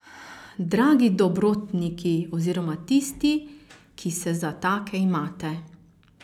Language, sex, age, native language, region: Slovenian, female, 30-49, Slovenian, Carinthia region